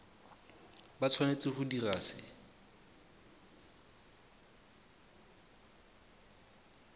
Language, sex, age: Tswana, male, 23